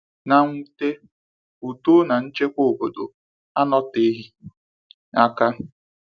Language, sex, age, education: Igbo, male, 15-29, tertiary